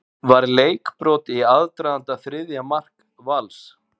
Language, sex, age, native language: Icelandic, male, 40-49, Icelandic